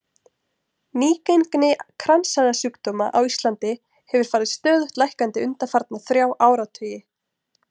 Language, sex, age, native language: Icelandic, female, 20-29, Icelandic